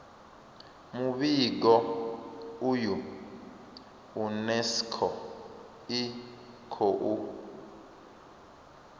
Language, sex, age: Venda, male, 27